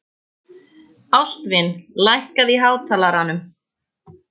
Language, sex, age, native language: Icelandic, female, 14, Icelandic